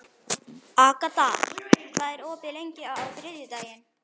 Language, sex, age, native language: Icelandic, male, 11, Icelandic